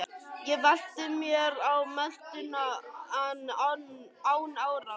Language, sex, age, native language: Icelandic, male, 11, Icelandic